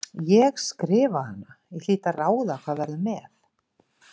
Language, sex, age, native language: Icelandic, female, 50-59, Icelandic